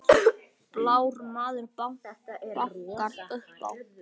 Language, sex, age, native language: Icelandic, male, 9, Icelandic